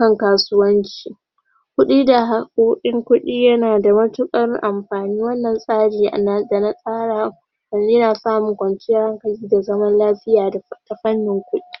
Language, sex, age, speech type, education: Hausa, female, 15-29, spontaneous, tertiary